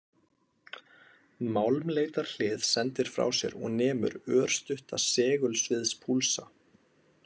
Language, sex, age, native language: Icelandic, male, 20-29, Icelandic